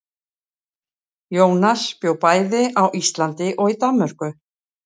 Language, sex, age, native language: Icelandic, female, 60-69, Icelandic